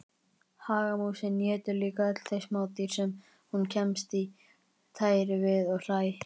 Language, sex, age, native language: Icelandic, male, 20-29, Icelandic